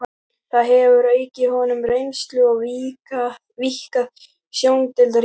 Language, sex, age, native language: Icelandic, male, 12, Icelandic